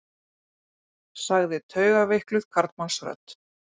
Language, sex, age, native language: Icelandic, female, 40-49, Icelandic